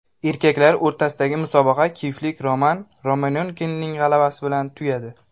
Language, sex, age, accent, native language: Uzbek, male, 19-29, Andijon, Uzbek